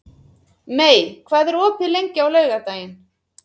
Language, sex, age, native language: Icelandic, female, 30-39, Icelandic